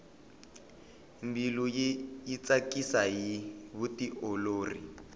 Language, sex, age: Tsonga, male, 21